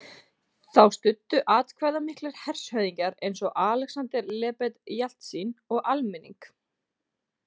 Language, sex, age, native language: Icelandic, female, 20-29, Icelandic